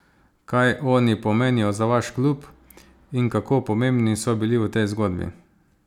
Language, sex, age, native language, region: Slovenian, male, 30-49, Slovenian, Savinja region